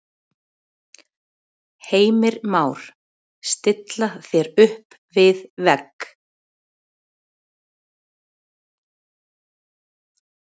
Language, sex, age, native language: Icelandic, female, 40-49, Icelandic